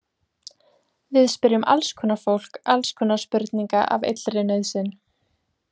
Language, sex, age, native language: Icelandic, female, 20-29, Icelandic